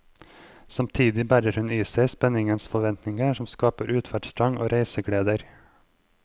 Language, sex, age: Norwegian, male, 23